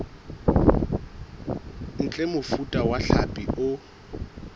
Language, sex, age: Southern Sotho, male, 22